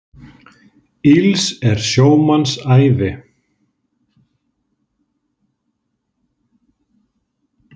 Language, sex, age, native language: Icelandic, male, 30-39, Icelandic